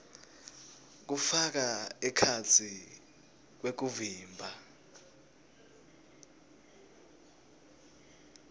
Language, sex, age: Swati, male, 20